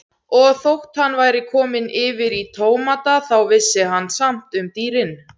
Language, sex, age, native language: Icelandic, female, 17, Icelandic